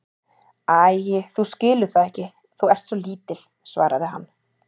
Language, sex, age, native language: Icelandic, female, 30-39, Icelandic